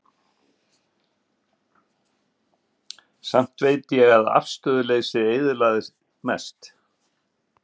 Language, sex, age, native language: Icelandic, male, 50-59, Icelandic